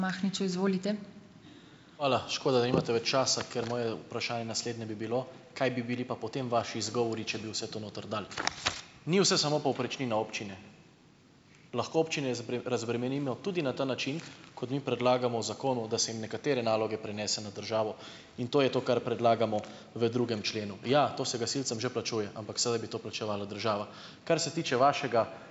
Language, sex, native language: Slovenian, male, Slovenian